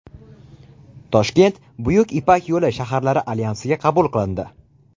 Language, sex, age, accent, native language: Uzbek, male, under 19, Farg'ona, Uzbek